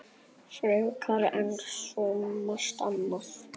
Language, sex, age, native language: Icelandic, male, 9, Icelandic